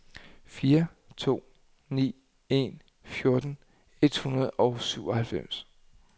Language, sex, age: Danish, male, 39